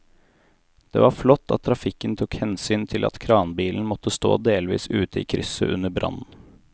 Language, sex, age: Norwegian, male, 18